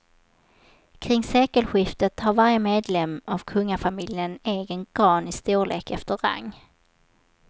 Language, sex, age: Swedish, female, 27